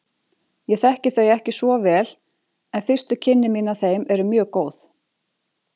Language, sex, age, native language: Icelandic, female, 40-49, Icelandic